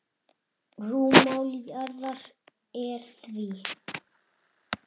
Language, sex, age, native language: Icelandic, male, 6, Icelandic